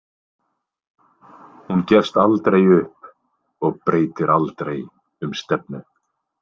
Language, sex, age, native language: Icelandic, male, 20-29, Icelandic